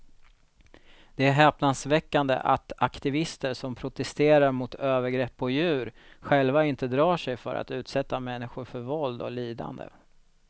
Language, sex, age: Swedish, male, 36